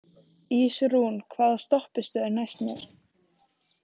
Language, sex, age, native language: Icelandic, female, 14, Icelandic